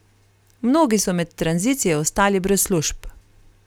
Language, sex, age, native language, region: Slovenian, female, 30-49, Slovenian, Carinthia region